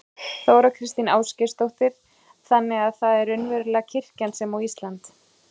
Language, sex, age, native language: Icelandic, female, 30-39, Icelandic